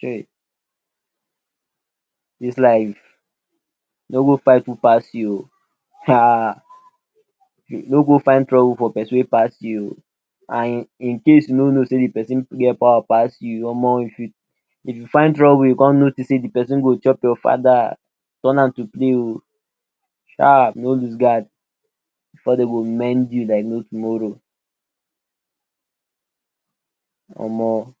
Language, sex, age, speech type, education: Nigerian Pidgin, male, 46-60, spontaneous, tertiary